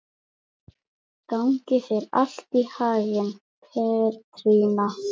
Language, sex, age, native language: Icelandic, female, 11, Icelandic